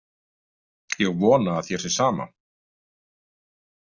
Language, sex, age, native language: Icelandic, male, 50-59, Icelandic